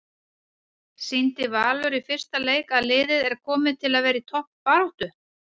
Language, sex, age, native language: Icelandic, female, 40-49, Icelandic